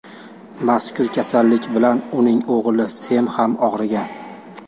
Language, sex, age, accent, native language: Uzbek, male, 19-29, Andijon, Uzbek